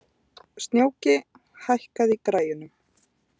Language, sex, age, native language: Icelandic, female, 20-29, Icelandic